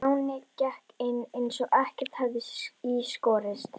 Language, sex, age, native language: Icelandic, female, 11, Icelandic